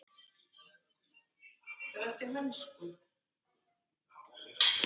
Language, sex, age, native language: Icelandic, male, 10, Icelandic